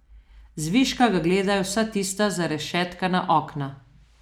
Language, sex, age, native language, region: Slovenian, female, 50-59, Slovenian, Southeast Slovenia